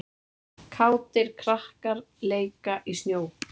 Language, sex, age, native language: Icelandic, male, 8, Icelandic